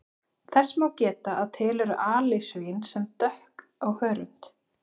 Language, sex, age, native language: Icelandic, female, 20-29, Icelandic